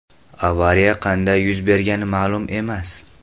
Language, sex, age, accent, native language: Uzbek, male, 18-24, Farg'ona, Uzbek